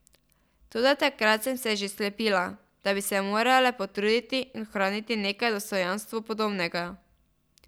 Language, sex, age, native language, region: Slovenian, female, 12-17, Slovenian, Drava region